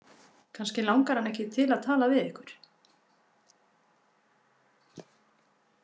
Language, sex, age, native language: Icelandic, female, 50-59, Icelandic